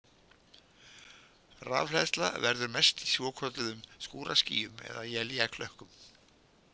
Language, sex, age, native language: Icelandic, male, 70-79, Icelandic